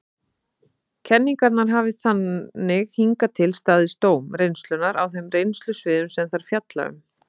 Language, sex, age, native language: Icelandic, female, 30-39, Icelandic